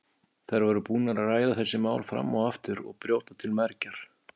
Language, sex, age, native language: Icelandic, male, 50-59, Icelandic